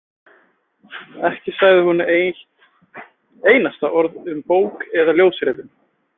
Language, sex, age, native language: Icelandic, male, 20-29, Icelandic